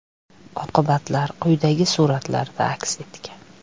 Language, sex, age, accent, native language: Uzbek, female, 25-34, Farg'ona, Uzbek